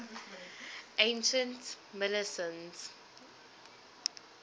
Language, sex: English, female